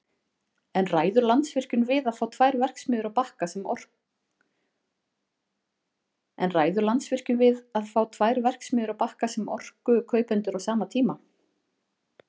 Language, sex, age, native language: Icelandic, female, 40-49, Icelandic